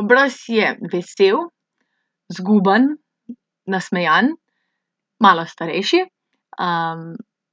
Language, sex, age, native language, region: Slovenian, female, 18-29, Slovenian, Central Slovenia